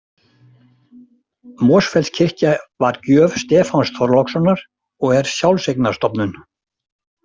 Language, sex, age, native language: Icelandic, male, 60-69, Icelandic